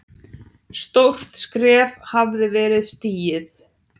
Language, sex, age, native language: Icelandic, male, 9, Icelandic